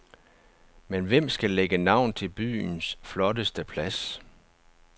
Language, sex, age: Danish, male, 49